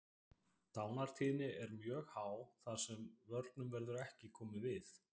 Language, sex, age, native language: Icelandic, male, 20-29, Icelandic